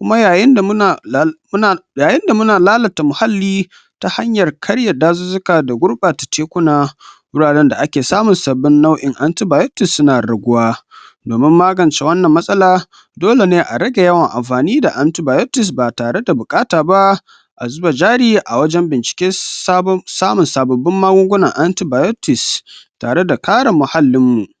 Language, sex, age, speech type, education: Hausa, male, 15-29, spontaneous, tertiary